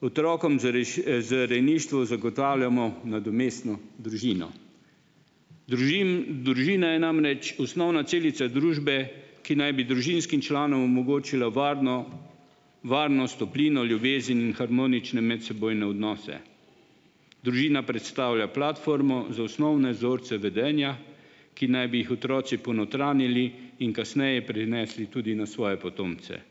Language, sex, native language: Slovenian, male, Slovenian